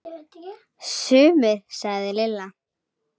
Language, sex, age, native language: Icelandic, female, 10, Icelandic